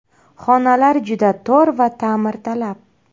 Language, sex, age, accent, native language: Uzbek, female, 30-39, Navoiy, Uzbek